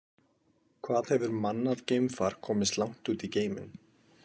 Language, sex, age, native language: Icelandic, male, 20-29, Icelandic